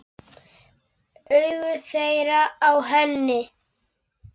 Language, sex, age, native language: Icelandic, male, 10, Polish